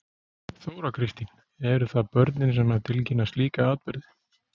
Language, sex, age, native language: Icelandic, male, 40-49, Icelandic